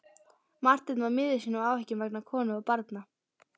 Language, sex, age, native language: Icelandic, female, 12, Icelandic